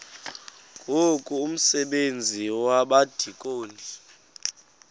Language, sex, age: Xhosa, male, 23